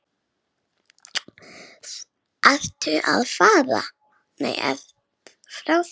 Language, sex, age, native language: Icelandic, male, 8, Icelandic